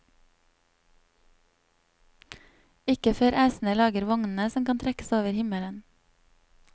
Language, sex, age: Norwegian, female, 27